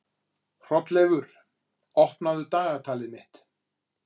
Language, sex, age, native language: Icelandic, male, 40-49, Icelandic